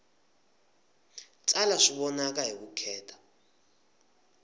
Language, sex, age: Tsonga, male, 20